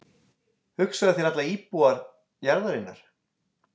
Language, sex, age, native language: Icelandic, male, 20-29, Icelandic